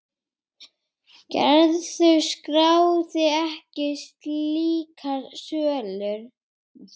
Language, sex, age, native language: Icelandic, female, 8, Icelandic